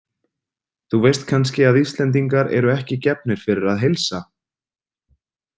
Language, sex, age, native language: Icelandic, male, 30-39, Icelandic